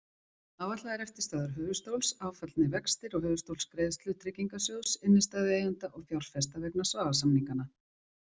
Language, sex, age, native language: Icelandic, female, 40-49, Icelandic